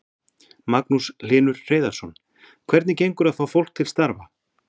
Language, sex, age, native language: Icelandic, male, 40-49, Icelandic